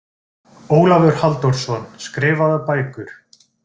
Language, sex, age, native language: Icelandic, male, 20-29, Icelandic